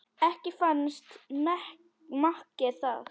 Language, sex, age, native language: Icelandic, female, 10, Icelandic